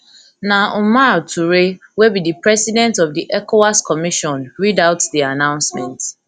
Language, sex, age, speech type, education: Nigerian Pidgin, female, 15-29, spontaneous, tertiary